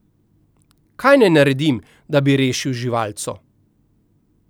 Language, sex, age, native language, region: Slovenian, male, 50-59, Slovenian, Central Slovenia